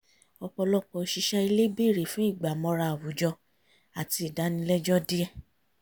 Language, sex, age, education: Yoruba, female, 30-45, tertiary